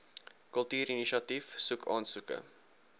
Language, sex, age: Afrikaans, male, 19